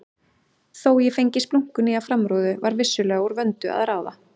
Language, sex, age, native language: Icelandic, female, 30-39, Icelandic